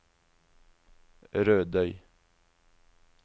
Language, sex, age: Norwegian, male, 19